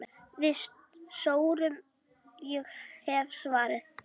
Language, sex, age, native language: Icelandic, female, 10, Icelandic